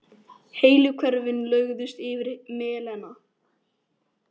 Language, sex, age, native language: Icelandic, male, 10, Icelandic